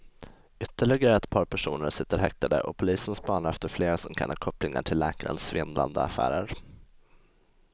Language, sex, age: Swedish, male, 20